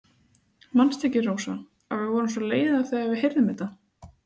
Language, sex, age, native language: Icelandic, female, 30-39, Icelandic